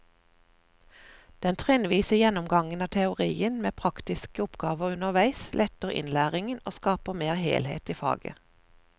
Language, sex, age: Norwegian, female, 41